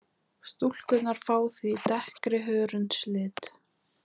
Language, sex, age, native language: Icelandic, female, 20-29, Icelandic